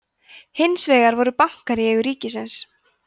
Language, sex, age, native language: Icelandic, female, 20-29, Icelandic